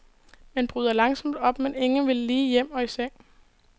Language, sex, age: Danish, female, 18